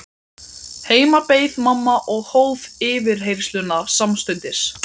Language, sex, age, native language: Icelandic, male, 12, Icelandic